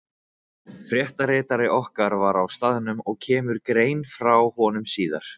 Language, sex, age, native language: Icelandic, male, 20-29, Icelandic